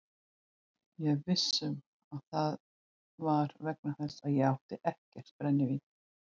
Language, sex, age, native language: Icelandic, female, 18-19, Icelandic